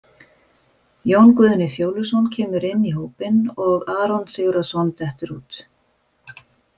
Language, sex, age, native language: Icelandic, female, 50-59, Icelandic